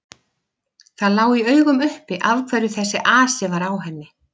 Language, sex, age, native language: Icelandic, female, 50-59, Icelandic